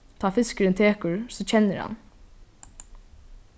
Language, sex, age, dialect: Faroese, female, 15-35, Norðurstreymoy/Eysturoy